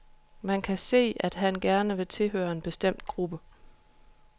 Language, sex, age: Danish, female, 31